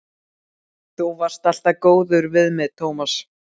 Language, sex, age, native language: Icelandic, male, 12, Icelandic